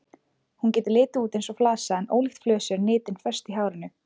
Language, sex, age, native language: Icelandic, female, 20-29, Icelandic